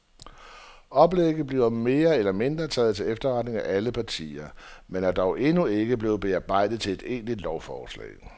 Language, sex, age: Danish, male, 47